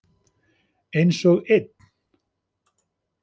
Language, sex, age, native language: Icelandic, male, 50-59, Icelandic